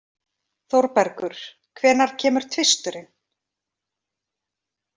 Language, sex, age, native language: Icelandic, female, 40-49, Icelandic